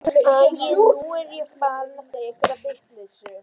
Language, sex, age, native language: Icelandic, female, 12, Icelandic